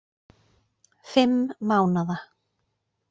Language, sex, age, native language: Icelandic, female, 40-49, Icelandic